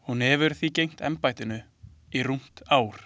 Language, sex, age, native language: Icelandic, male, 20-29, Icelandic